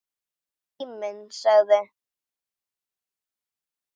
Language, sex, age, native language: Icelandic, female, 10, Icelandic